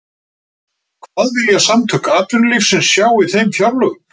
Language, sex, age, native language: Icelandic, male, 50-59, Icelandic